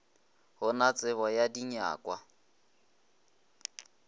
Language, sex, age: Northern Sotho, male, 20